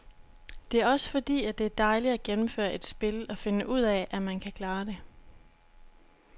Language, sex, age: Danish, female, 26